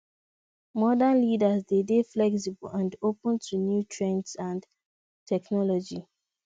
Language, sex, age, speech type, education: Nigerian Pidgin, female, 15-29, spontaneous, tertiary